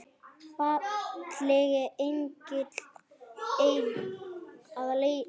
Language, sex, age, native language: Icelandic, male, 8, Icelandic